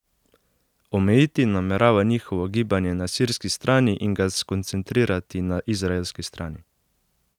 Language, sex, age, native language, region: Slovenian, male, 18-29, Slovenian, Savinja region